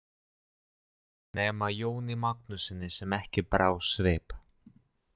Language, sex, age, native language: Icelandic, male, 30-39, Russian